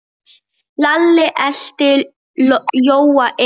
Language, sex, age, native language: Icelandic, female, 10, Polish